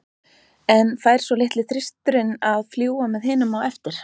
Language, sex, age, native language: Icelandic, female, 30-39, Icelandic